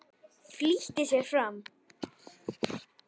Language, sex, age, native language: Icelandic, male, 10, Icelandic